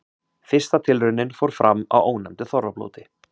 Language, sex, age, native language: Icelandic, male, 30-39, Icelandic